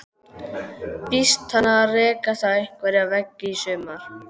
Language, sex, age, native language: Icelandic, male, 12, Icelandic